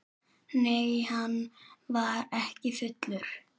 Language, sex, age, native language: Icelandic, male, 7, Icelandic